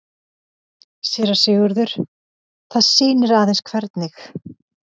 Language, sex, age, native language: Icelandic, female, 50-59, Icelandic